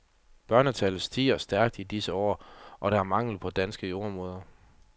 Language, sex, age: Danish, male, 30